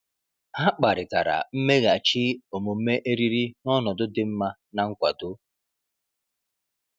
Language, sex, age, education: Igbo, male, 30-45, tertiary